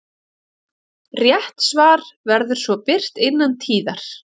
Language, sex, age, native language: Icelandic, female, 30-39, Icelandic